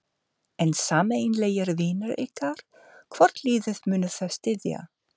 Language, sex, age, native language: Icelandic, female, 50-59, German